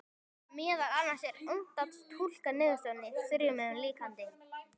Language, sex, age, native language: Icelandic, male, 12, Icelandic